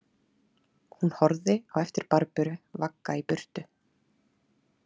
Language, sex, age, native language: Icelandic, female, 30-39, Icelandic